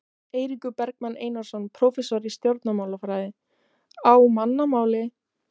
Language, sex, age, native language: Icelandic, female, 18-19, Icelandic